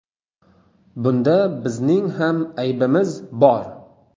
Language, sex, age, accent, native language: Uzbek, male, 18-24, Qoraqalpog'iston, Uzbek